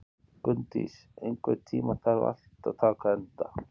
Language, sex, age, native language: Icelandic, male, 50-59, Icelandic